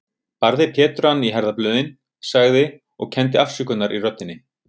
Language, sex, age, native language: Icelandic, male, 30-39, Icelandic